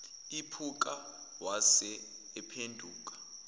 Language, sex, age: Zulu, male, 21